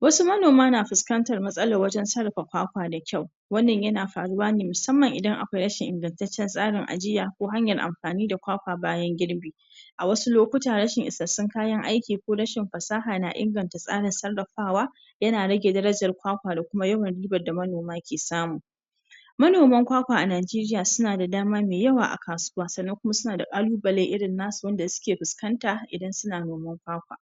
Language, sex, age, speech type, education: Hausa, female, 46-60, spontaneous, tertiary